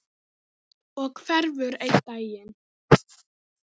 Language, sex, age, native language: Icelandic, female, 9, Icelandic